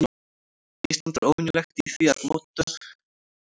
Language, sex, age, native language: Icelandic, female, 18-19, Icelandic